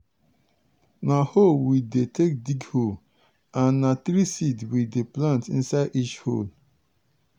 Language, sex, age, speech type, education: Nigerian Pidgin, male, 30-45, spontaneous, tertiary